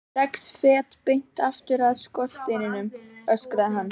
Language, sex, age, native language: Icelandic, female, 12, Icelandic